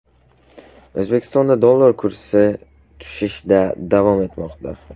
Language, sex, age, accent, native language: Uzbek, male, 12-17, Buxoro, Uzbek